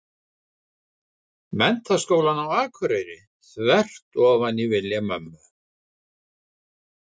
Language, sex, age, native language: Icelandic, male, 60-69, Icelandic